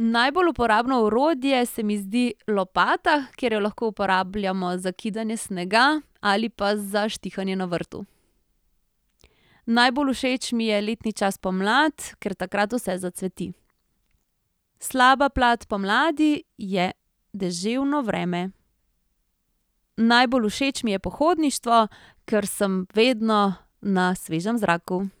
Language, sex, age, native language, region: Slovenian, female, 30-49, Slovenian, Central Slovenia